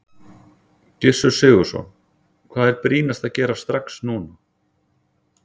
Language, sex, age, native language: Icelandic, male, 40-49, Icelandic